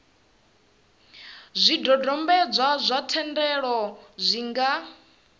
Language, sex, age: Venda, female, 27